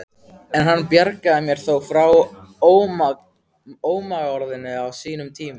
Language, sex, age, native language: Icelandic, male, 15, Icelandic